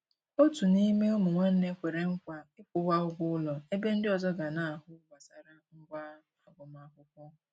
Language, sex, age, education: Igbo, female, 15-29, tertiary